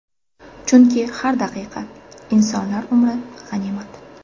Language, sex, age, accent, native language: Uzbek, female, 25-34, Sirdaryo, Uzbek